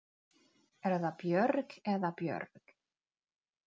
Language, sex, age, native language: Icelandic, female, 40-49, Czech